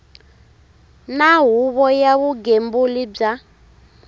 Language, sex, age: Tsonga, female, 23